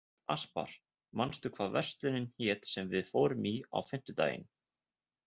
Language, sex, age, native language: Icelandic, male, 20-29, Icelandic